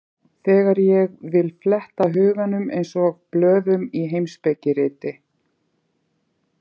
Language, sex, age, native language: Icelandic, female, 50-59, Icelandic